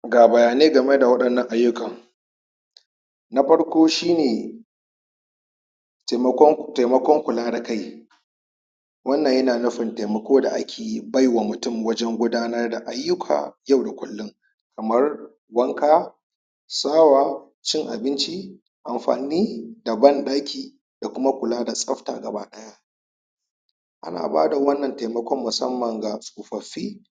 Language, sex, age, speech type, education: Hausa, male, 30-45, spontaneous, tertiary